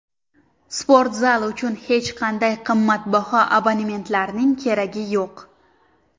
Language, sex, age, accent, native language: Uzbek, female, 19-29, Surxondaryo, Uzbek